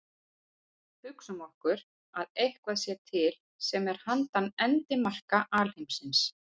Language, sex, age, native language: Icelandic, female, 40-49, Icelandic